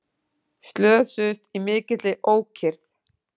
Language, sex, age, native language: Icelandic, female, 40-49, Icelandic